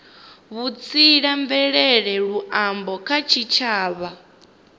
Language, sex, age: Venda, female, 25